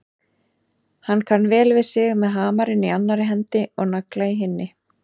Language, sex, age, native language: Icelandic, female, 30-39, Icelandic